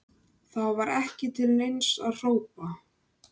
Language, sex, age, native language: Icelandic, male, 13, Icelandic